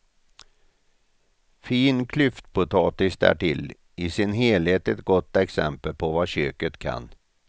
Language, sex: Swedish, male